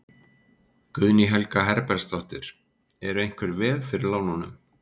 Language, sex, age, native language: Icelandic, male, 40-49, Icelandic